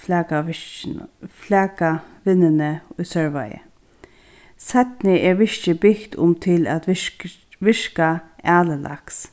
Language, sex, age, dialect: Faroese, female, 36-60, Sandoy